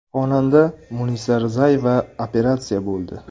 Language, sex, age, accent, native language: Uzbek, male, 18-24, Samarqand, Uzbek